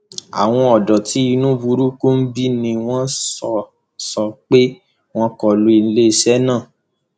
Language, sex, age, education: Yoruba, male, 15-29, tertiary